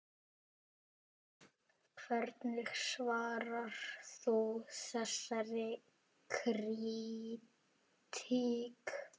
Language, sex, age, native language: Icelandic, male, 9, Icelandic